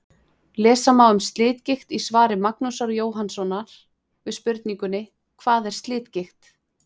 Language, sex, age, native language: Icelandic, female, 20-29, Icelandic